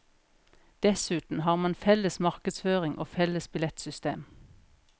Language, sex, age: Norwegian, female, 41